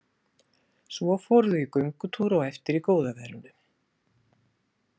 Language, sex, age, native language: Icelandic, female, 60-69, Icelandic